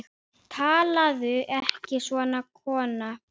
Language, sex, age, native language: Icelandic, male, 9, Icelandic